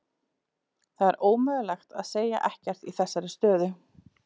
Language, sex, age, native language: Icelandic, female, 40-49, Icelandic